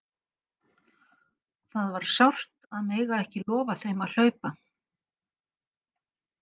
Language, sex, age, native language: Icelandic, female, 50-59, Icelandic